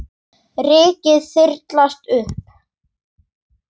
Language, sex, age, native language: Icelandic, male, 8, Icelandic